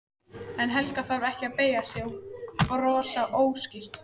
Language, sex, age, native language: Icelandic, female, 14, Icelandic